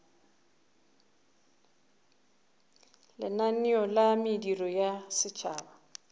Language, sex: Northern Sotho, female